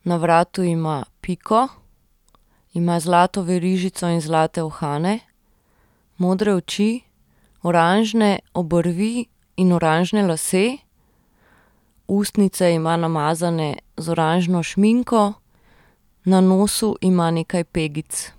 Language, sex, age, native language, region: Slovenian, female, 30-49, Slovenian, Central Slovenia